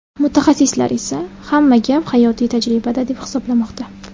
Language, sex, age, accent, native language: Uzbek, female, 19-29, Samarqand, Uzbek